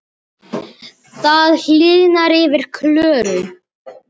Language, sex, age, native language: Icelandic, female, 9, Icelandic